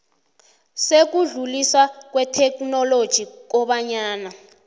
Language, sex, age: South Ndebele, female, 29